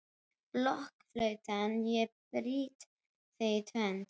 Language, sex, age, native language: Icelandic, female, 12, Icelandic